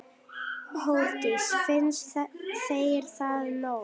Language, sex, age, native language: Icelandic, female, 9, Icelandic